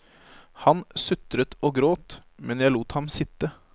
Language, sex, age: Norwegian, male, 25